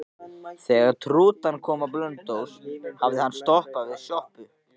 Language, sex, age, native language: Icelandic, male, 14, Icelandic